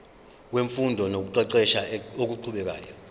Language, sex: Zulu, male